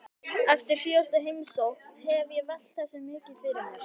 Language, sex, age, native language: Icelandic, male, 12, Icelandic